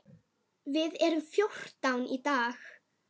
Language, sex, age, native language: Icelandic, female, 10, Icelandic